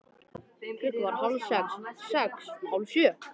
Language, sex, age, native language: Icelandic, male, 13, Icelandic